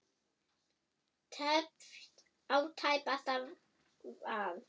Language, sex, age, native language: Icelandic, female, 8, German